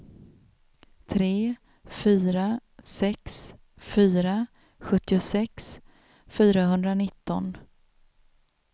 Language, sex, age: Swedish, female, 27